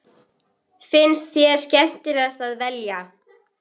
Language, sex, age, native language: Icelandic, female, 11, Icelandic